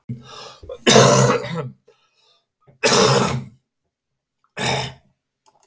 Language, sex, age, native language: Icelandic, male, 60-69, Icelandic